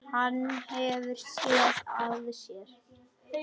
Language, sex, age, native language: Icelandic, male, 10, Icelandic